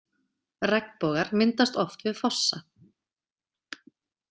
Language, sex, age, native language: Icelandic, female, 30-39, Icelandic